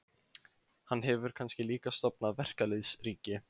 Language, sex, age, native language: Icelandic, male, 15, Icelandic